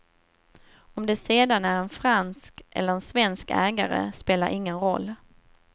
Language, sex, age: Swedish, female, 27